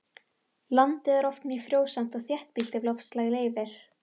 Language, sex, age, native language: Icelandic, female, 18-19, Icelandic